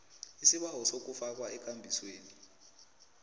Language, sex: South Ndebele, female